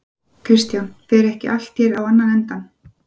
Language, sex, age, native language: Icelandic, female, 40-49, Icelandic